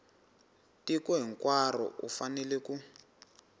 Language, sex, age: Tsonga, male, 19